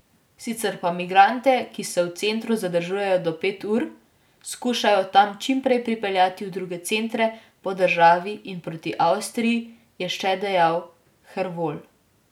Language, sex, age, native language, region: Slovenian, female, 18-29, Slovenian, Drava region